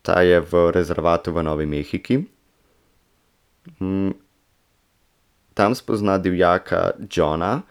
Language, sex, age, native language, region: Slovenian, male, 18-29, Slovenian, Central Slovenia